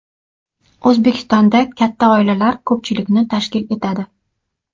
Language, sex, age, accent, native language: Uzbek, female, 35+, Toshkent shahri, Uzbek